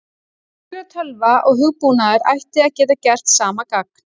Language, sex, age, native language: Icelandic, female, 40-49, Icelandic